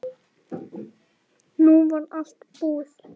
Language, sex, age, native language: Icelandic, male, 10, Icelandic